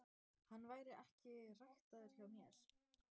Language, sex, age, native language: Icelandic, female, 14, Icelandic